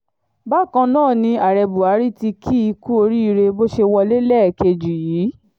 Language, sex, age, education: Yoruba, female, 15-29, tertiary